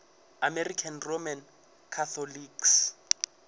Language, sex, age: Northern Sotho, male, 22